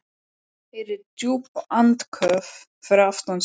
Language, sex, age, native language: Icelandic, male, 12, Icelandic